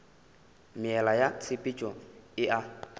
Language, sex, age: Northern Sotho, male, 21